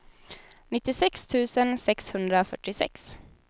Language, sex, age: Swedish, female, 19